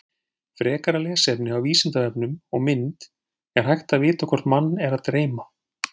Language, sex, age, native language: Icelandic, male, 40-49, Icelandic